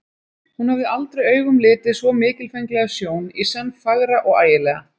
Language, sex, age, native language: Icelandic, female, 30-39, Icelandic